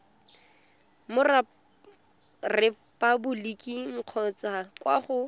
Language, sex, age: Tswana, female, 19